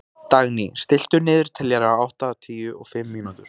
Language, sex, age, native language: Icelandic, male, 18-19, Icelandic